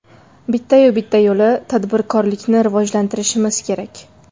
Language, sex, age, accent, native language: Uzbek, female, 25-34, Farg'ona, Uzbek